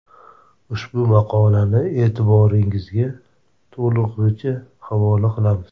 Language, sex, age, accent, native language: Uzbek, male, 30-39, Toshkent shahri, Uzbek